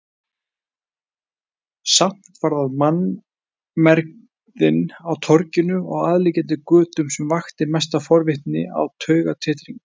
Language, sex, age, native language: Icelandic, male, 20-29, Icelandic